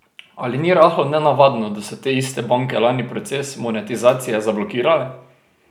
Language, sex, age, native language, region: Slovenian, male, 18-29, Slovenian, Drava region